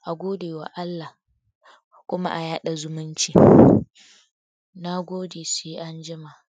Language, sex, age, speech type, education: Hausa, female, 15-29, spontaneous, tertiary